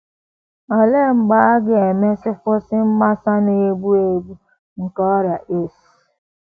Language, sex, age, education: Igbo, female, 15-29, tertiary